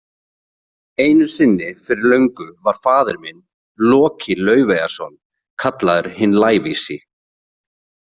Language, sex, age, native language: Icelandic, male, 30-39, Icelandic